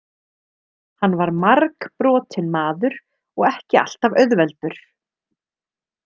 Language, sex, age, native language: Icelandic, female, 30-39, Icelandic